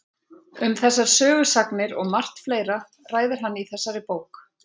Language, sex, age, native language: Icelandic, female, 40-49, Icelandic